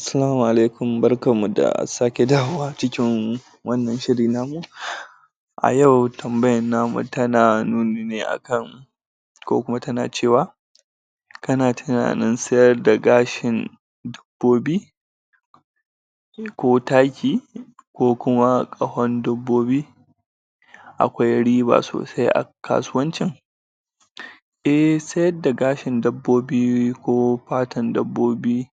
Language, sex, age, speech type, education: Hausa, male, 30-45, spontaneous, tertiary